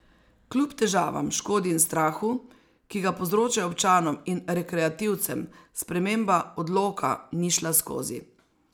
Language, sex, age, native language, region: Slovenian, female, 60+, Slovenian, Savinja region